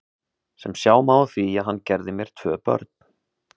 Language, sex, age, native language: Icelandic, male, 30-39, Icelandic